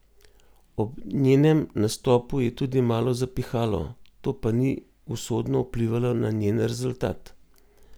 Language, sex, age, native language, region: Slovenian, male, 50-59, Slovenian, Gorenjska region